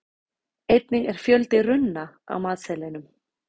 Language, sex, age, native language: Icelandic, female, 30-39, Icelandic